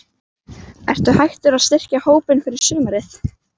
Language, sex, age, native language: Icelandic, female, 12, Icelandic